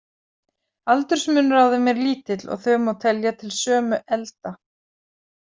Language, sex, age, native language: Icelandic, female, 40-49, Icelandic